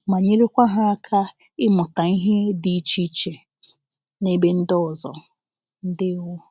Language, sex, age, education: Igbo, female, 15-29, tertiary